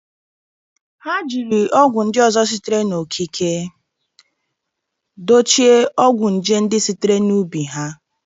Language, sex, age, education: Igbo, female, 30-45, tertiary